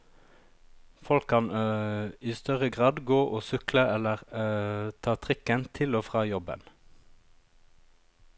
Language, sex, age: Norwegian, male, 36